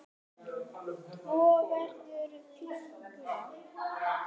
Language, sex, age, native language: Icelandic, female, 9, Icelandic